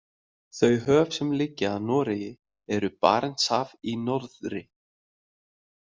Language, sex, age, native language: Icelandic, male, 30-39, Icelandic